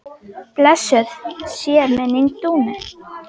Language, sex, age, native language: Icelandic, female, 10, Icelandic